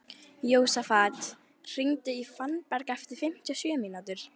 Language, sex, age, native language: Icelandic, female, 11, Icelandic